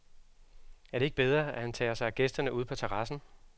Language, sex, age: Danish, male, 36